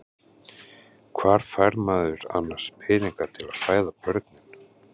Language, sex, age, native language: Icelandic, male, 30-39, Icelandic